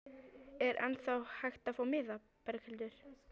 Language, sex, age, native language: Icelandic, female, 12, Icelandic